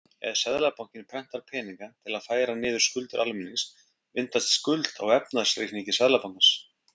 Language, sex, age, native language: Icelandic, male, 50-59, Icelandic